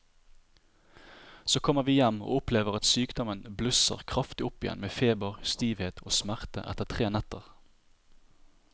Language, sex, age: Norwegian, male, 30